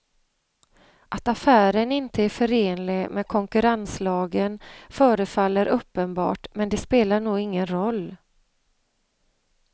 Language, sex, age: Swedish, female, 35